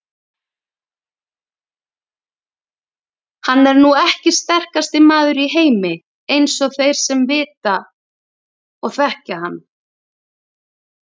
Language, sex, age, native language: Icelandic, female, 30-39, Icelandic